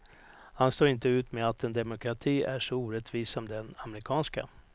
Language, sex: Swedish, male